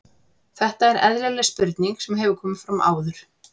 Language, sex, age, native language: Icelandic, female, 40-49, Icelandic